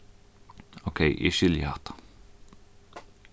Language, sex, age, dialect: Faroese, male, 15-35, Norðuroyggjar